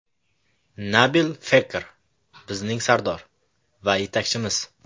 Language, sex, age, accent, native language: Uzbek, male, 25-34, Navoiy, Uzbek